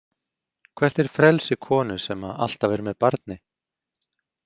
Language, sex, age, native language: Icelandic, male, 40-49, Icelandic